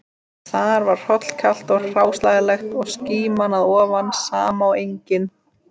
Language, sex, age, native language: Icelandic, female, 30-39, Icelandic